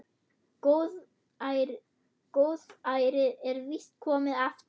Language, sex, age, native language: Icelandic, female, 8, German